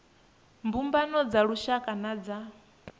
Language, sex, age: Venda, female, 22